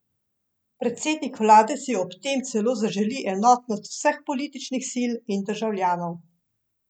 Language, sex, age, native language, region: Slovenian, female, 50-59, Slovenian, Central Slovenia